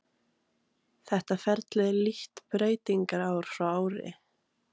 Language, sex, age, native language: Icelandic, female, 18-19, Icelandic